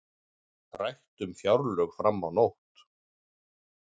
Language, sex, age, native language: Icelandic, male, 40-49, Icelandic